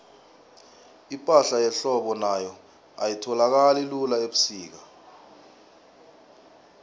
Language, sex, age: South Ndebele, male, 24